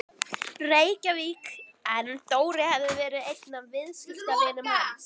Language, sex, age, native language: Icelandic, female, 12, Icelandic